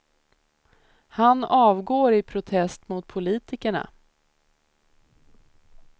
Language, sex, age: Swedish, female, 30